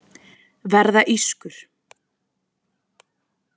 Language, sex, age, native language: Icelandic, female, 20-29, Icelandic